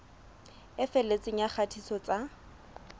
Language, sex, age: Southern Sotho, female, 25